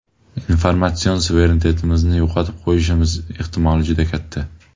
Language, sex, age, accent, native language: Uzbek, male, 18-24, Jizzax, Uzbek